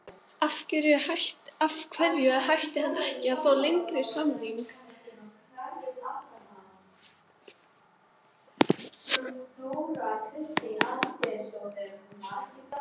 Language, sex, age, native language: Icelandic, female, 12, Icelandic